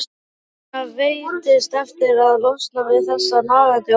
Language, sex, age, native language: Icelandic, male, 12, Icelandic